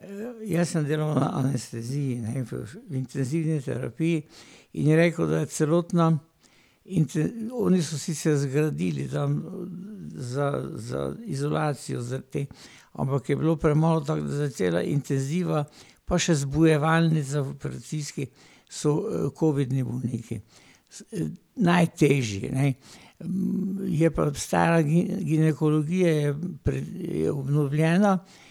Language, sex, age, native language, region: Slovenian, male, 60+, Slovenian, Pomurje region